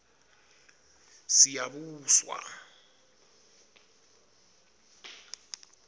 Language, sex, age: Swati, male, 25